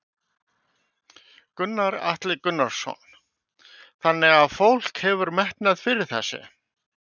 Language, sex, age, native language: Icelandic, male, 50-59, Icelandic